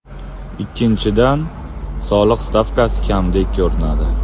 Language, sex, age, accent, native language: Uzbek, male, 25-34, Farg'ona, Uzbek